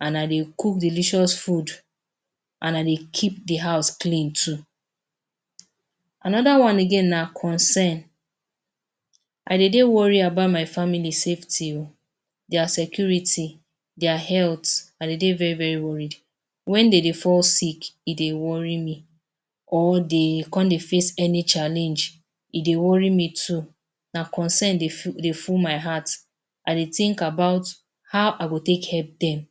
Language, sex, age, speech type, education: Nigerian Pidgin, female, 30-45, spontaneous, tertiary